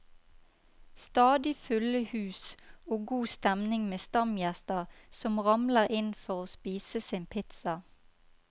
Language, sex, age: Norwegian, female, 29